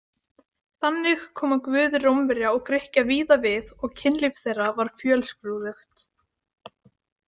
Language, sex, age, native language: Icelandic, female, 18-19, Icelandic